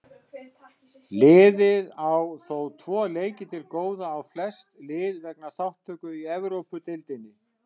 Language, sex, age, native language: Icelandic, male, 60-69, Icelandic